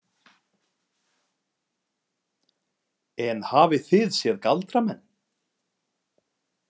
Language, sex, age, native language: Icelandic, male, 20-29, Icelandic